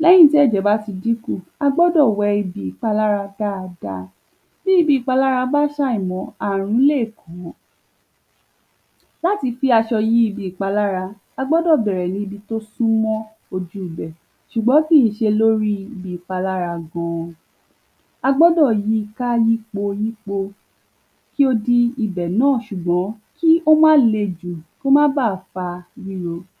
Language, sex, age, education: Yoruba, female, 15-29, tertiary